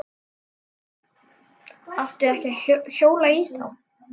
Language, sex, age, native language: Icelandic, other, 12, Icelandic